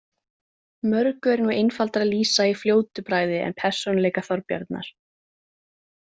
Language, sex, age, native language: Icelandic, female, 20-29, Icelandic